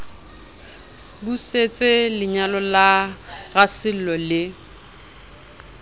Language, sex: Southern Sotho, female